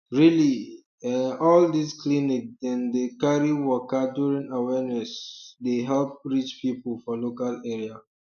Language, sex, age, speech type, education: Nigerian Pidgin, male, 30-45, spontaneous, tertiary